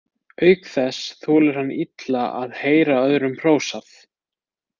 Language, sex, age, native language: Icelandic, male, 20-29, Icelandic